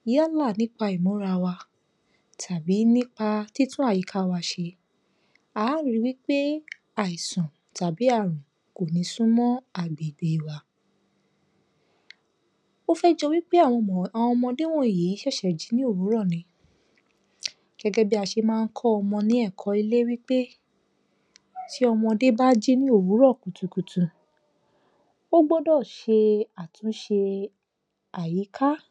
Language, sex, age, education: Yoruba, female, 30-45, tertiary